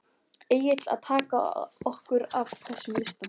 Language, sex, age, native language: Icelandic, female, 14, Icelandic